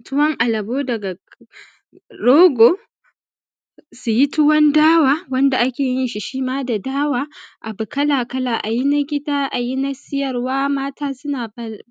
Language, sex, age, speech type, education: Hausa, male, 15-29, spontaneous, primary